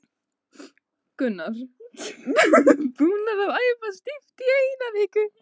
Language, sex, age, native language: Icelandic, female, 15, Icelandic